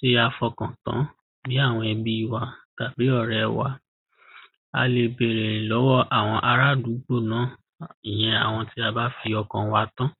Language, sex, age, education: Yoruba, male, 15-29, primary